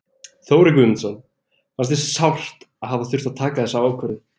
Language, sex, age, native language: Icelandic, male, 20-29, Icelandic